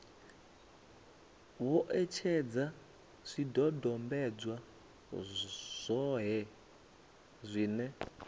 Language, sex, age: Venda, male, 24